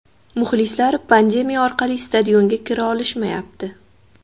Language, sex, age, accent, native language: Uzbek, female, 18-24, Andijon, Uzbek